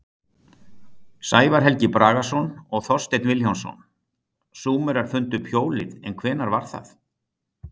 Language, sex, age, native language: Icelandic, male, 60-69, Icelandic